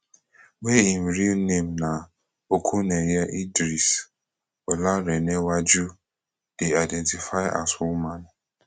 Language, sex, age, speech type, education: Nigerian Pidgin, male, 15-29, spontaneous, tertiary